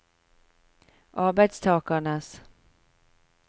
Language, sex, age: Norwegian, female, 45